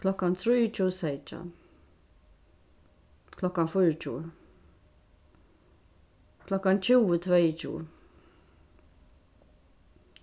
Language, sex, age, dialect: Faroese, female, 36-60, Suðurstreymoy